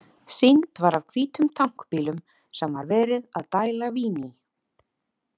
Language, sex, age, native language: Icelandic, female, 30-39, Icelandic